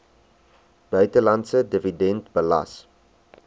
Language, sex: Afrikaans, male